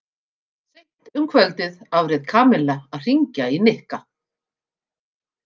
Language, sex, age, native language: Icelandic, female, 50-59, Icelandic